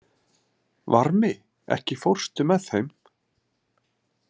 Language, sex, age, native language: Icelandic, male, 30-39, Icelandic